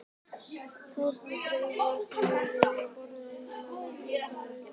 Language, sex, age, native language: Icelandic, male, 18-19, Icelandic